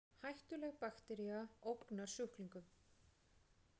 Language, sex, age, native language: Icelandic, female, 40-49, Icelandic